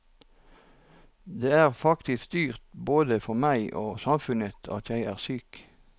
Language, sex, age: Norwegian, male, 43